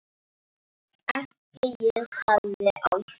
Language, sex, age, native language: Icelandic, female, 9, Icelandic